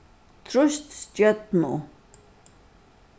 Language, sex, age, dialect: Faroese, female, 61+, Suðurstreymoy